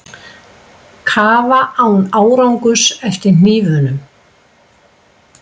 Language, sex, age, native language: Icelandic, female, 60-69, Icelandic